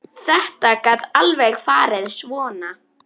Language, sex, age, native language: Icelandic, female, 10, Icelandic